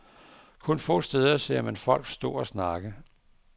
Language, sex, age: Danish, male, 59